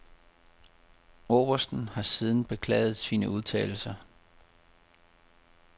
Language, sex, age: Danish, male, 30